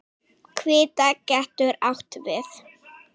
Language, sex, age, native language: Icelandic, female, 6, Icelandic